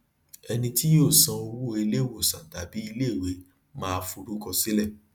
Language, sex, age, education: Yoruba, male, 30-45, tertiary